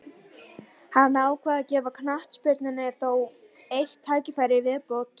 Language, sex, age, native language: Icelandic, female, 18-19, Icelandic